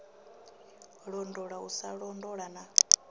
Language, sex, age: Venda, female, 26